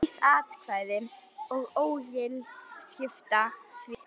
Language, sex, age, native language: Icelandic, female, 11, Icelandic